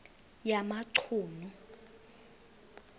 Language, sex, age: Xhosa, female, 22